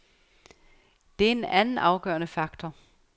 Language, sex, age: Danish, female, 49